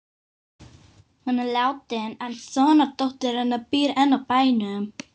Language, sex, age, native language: Icelandic, female, 18-19, English